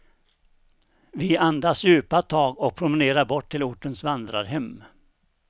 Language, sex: Swedish, male